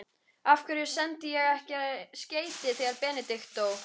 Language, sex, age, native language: Icelandic, female, 13, Icelandic